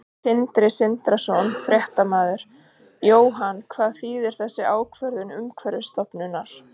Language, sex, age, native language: Icelandic, female, 30-39, Icelandic